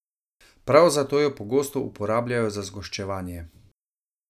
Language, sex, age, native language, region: Slovenian, male, 30-49, Slovenian, Savinja region